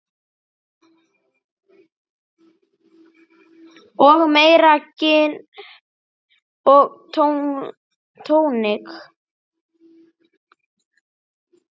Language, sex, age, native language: Icelandic, male, 8, Icelandic